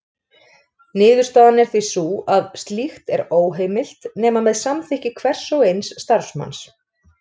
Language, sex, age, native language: Icelandic, female, 30-39, Icelandic